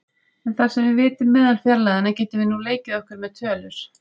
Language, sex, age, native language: Icelandic, female, 30-39, Icelandic